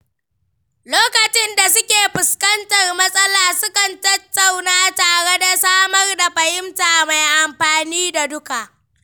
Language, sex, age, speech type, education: Hausa, female, 15-29, read, primary